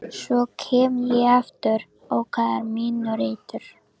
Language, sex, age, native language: Icelandic, female, 14, Icelandic